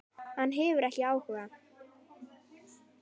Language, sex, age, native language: Icelandic, female, 10, Icelandic